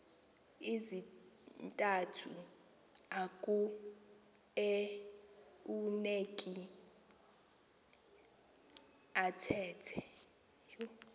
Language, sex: Xhosa, female